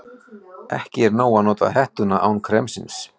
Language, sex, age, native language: Icelandic, male, 40-49, Icelandic